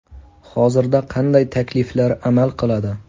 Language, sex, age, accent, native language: Uzbek, male, 19-29, Toshkent viloyati, Uzbek